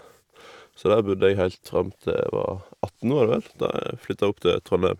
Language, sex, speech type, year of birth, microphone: Norwegian, male, spontaneous, 1991, Shure